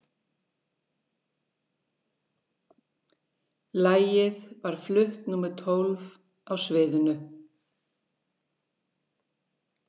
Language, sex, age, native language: Icelandic, female, 60-69, Icelandic